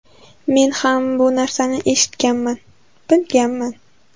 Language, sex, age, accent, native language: Uzbek, female, 18-24, Samarqand, Uzbek